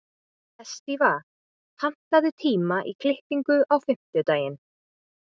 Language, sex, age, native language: Icelandic, female, 20-29, Icelandic